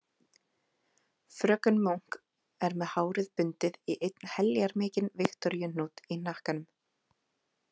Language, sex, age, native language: Icelandic, female, 30-39, Icelandic